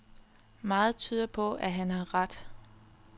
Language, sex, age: Danish, female, 21